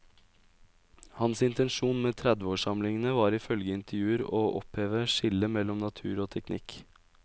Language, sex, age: Norwegian, male, 20